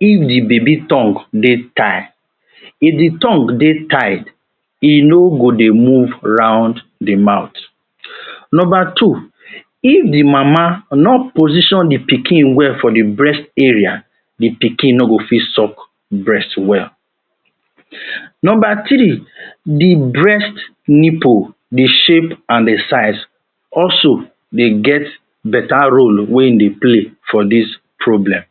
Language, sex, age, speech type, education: Nigerian Pidgin, male, 30-45, spontaneous, tertiary